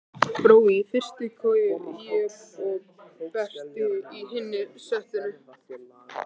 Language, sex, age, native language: Icelandic, male, 13, Icelandic